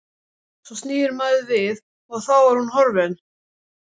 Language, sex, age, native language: Icelandic, male, 12, Icelandic